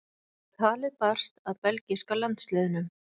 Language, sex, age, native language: Icelandic, female, 40-49, Icelandic